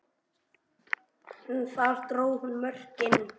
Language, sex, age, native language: Icelandic, male, 10, Icelandic